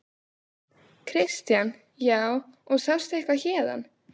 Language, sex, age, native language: Icelandic, female, 16, Icelandic